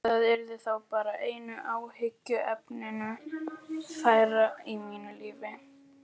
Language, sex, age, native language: Icelandic, female, 11, Icelandic